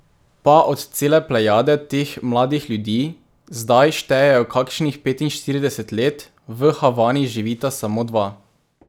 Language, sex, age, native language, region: Slovenian, male, 18-29, Slovenian, Drava region